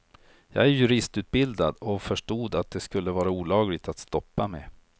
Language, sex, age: Swedish, male, 43